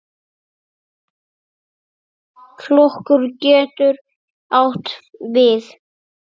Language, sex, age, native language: Icelandic, male, 6, Icelandic